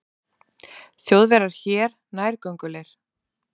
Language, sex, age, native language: Icelandic, female, 30-39, Icelandic